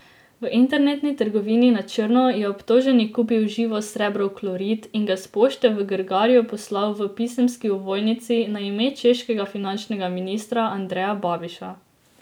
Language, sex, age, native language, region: Slovenian, female, 18-29, Slovenian, Drava region